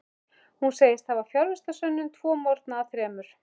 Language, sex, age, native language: Icelandic, male, 11, Icelandic